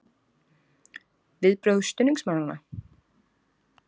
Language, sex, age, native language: Icelandic, female, 20-29, Icelandic